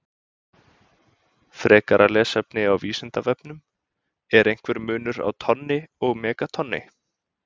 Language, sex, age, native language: Icelandic, male, 20-29, Icelandic